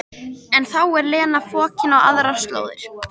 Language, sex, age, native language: Icelandic, female, 13, Icelandic